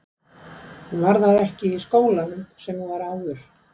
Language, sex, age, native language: Icelandic, female, 70-79, Icelandic